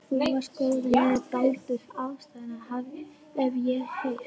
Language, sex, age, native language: Icelandic, female, 11, Icelandic